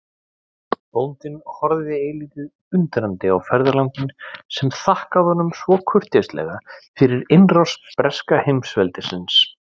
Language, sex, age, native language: Icelandic, male, 40-49, Icelandic